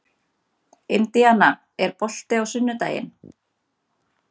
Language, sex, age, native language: Icelandic, female, 30-39, Icelandic